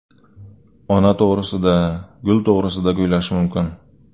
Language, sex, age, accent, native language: Uzbek, male, 25-34, Sirdaryo, Uzbek